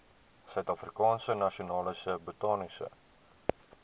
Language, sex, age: Afrikaans, male, 23